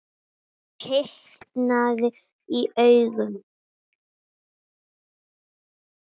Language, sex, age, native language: Icelandic, female, 9, Icelandic